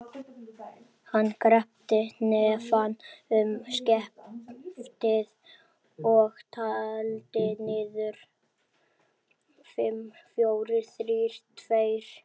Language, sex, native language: Icelandic, male, Icelandic